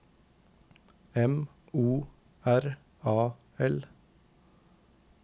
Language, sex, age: Norwegian, male, 19